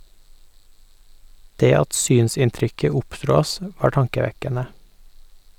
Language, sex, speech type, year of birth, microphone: Norwegian, male, read, 1988, Sennheiser